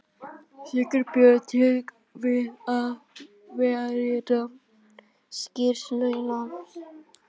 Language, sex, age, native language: Icelandic, male, 18-19, English